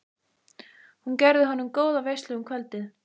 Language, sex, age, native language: Icelandic, female, 15, Icelandic